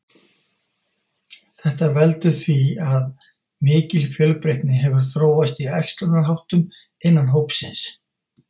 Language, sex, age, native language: Icelandic, male, 50-59, Icelandic